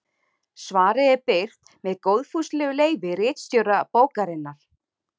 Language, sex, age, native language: Icelandic, female, 30-39, Icelandic